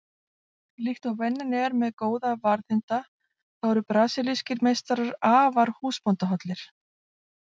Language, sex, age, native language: Icelandic, female, 40-49, Icelandic